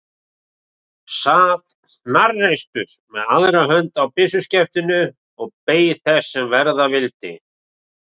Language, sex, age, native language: Icelandic, male, 40-49, Icelandic